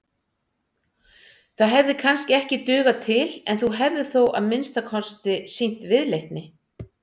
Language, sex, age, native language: Icelandic, female, 60-69, Icelandic